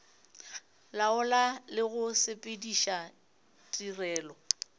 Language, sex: Northern Sotho, female